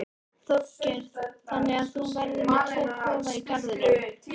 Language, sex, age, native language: Icelandic, female, 13, Icelandic